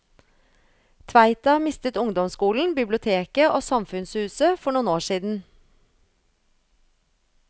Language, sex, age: Norwegian, female, 35